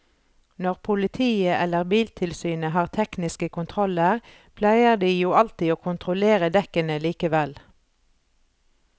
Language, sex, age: Norwegian, female, 43